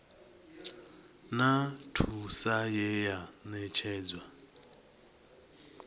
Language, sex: Venda, male